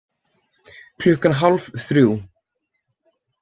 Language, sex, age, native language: Icelandic, male, 20-29, Icelandic